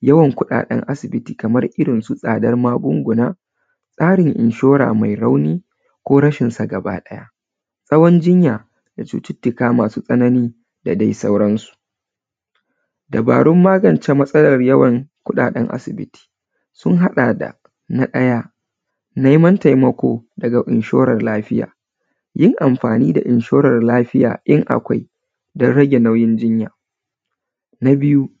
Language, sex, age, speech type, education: Hausa, female, 30-45, spontaneous, tertiary